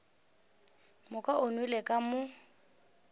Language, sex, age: Northern Sotho, female, 18